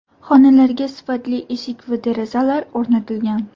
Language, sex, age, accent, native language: Uzbek, female, 18-24, Toshkent viloyati, Uzbek